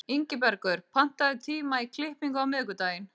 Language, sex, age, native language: Icelandic, female, 30-39, Icelandic